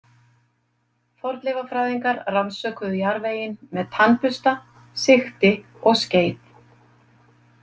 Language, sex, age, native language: Icelandic, female, 50-59, Icelandic